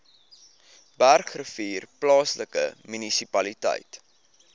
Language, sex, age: Afrikaans, male, 20